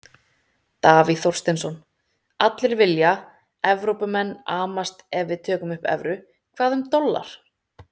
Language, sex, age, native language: Icelandic, female, 30-39, Icelandic